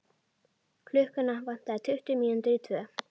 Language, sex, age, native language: Icelandic, female, 12, Icelandic